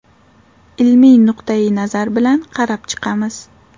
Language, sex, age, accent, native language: Uzbek, female, 18-24, Toshkent shahri, Uzbek